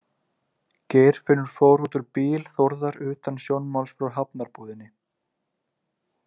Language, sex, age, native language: Icelandic, male, 20-29, Icelandic